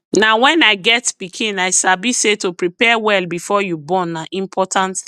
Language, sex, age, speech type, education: Nigerian Pidgin, female, 30-45, spontaneous, tertiary